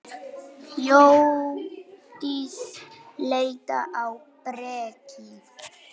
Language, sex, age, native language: Icelandic, male, 9, Polish